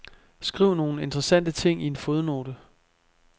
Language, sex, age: Danish, male, 25